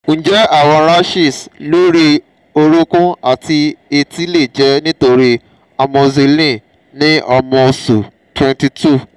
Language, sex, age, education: Yoruba, male, 15-29, tertiary